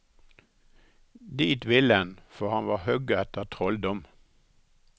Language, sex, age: Norwegian, male, 63